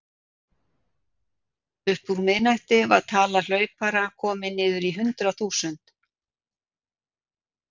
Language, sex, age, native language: Icelandic, female, 60-69, Icelandic